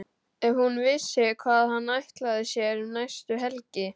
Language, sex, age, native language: Icelandic, male, 12, Icelandic